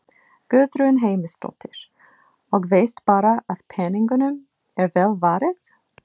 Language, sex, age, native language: Icelandic, female, 40-49, English